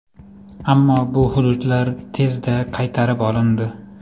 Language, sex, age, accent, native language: Uzbek, male, 25-34, Farg'ona, Uzbek